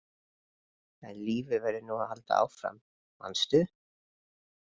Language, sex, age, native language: Icelandic, male, 20-29, Icelandic